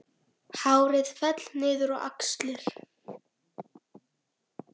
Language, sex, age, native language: Icelandic, female, 10, Icelandic